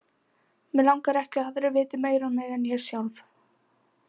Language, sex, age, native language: Icelandic, female, 18-19, Icelandic